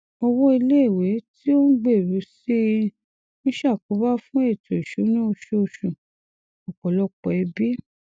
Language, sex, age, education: Yoruba, female, 46-60, tertiary